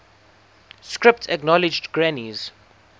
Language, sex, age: English, male, 19